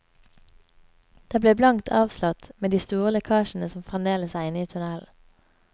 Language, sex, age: Norwegian, female, 24